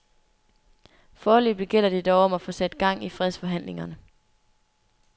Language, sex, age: Danish, female, 24